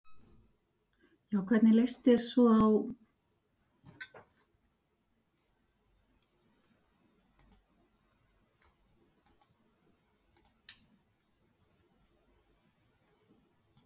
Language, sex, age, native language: Icelandic, female, 50-59, Icelandic